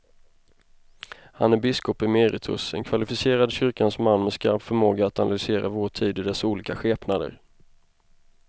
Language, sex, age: Swedish, male, 25